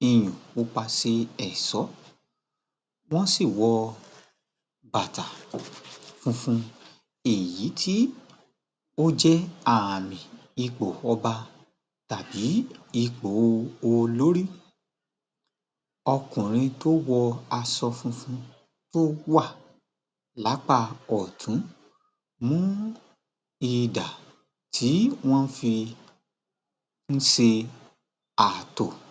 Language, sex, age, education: Yoruba, male, 30-45, tertiary